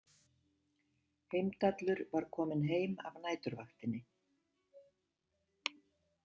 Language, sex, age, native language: Icelandic, female, 70-79, Icelandic